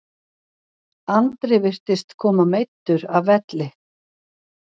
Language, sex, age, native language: Icelandic, female, 60-69, Icelandic